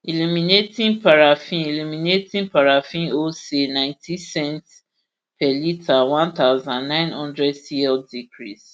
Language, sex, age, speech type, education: Nigerian Pidgin, female, 30-45, spontaneous, tertiary